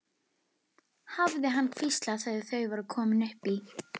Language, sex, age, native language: Icelandic, female, 11, Icelandic